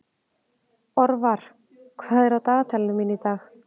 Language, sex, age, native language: Icelandic, female, 30-39, Icelandic